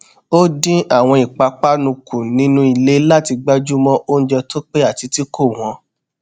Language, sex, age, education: Yoruba, male, 30-45, tertiary